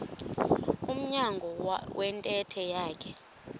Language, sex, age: Xhosa, female, 23